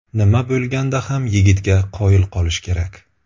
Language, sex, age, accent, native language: Uzbek, male, 25-34, Buxoro, Uzbek